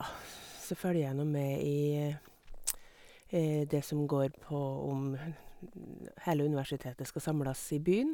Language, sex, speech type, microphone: Norwegian, female, spontaneous, Sennheiser